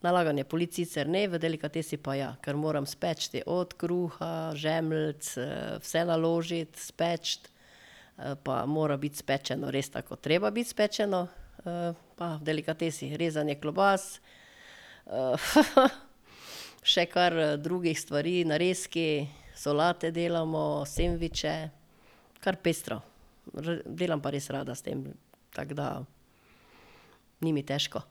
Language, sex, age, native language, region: Slovenian, female, 50-59, Slovenian, Drava region